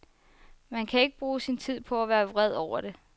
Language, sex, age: Danish, female, 24